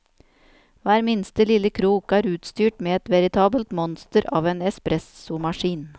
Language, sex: Norwegian, female